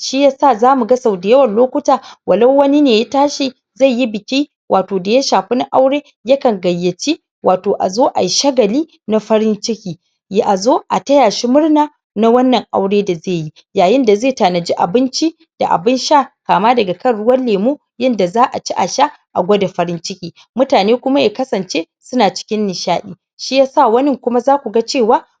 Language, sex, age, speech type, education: Hausa, female, 46-60, spontaneous, tertiary